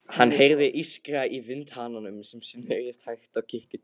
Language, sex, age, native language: Icelandic, male, 15, Icelandic